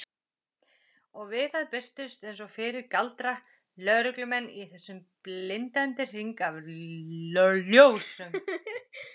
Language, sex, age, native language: Icelandic, female, 40-49, Icelandic